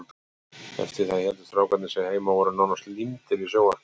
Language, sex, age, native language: Icelandic, male, 40-49, Icelandic